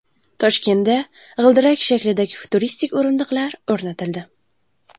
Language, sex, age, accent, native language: Uzbek, female, 18-24, Buxoro, Uzbek